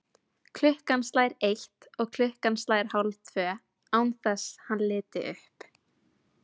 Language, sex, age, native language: Icelandic, female, 50-59, Icelandic